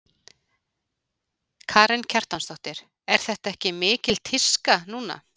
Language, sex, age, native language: Icelandic, female, 40-49, Icelandic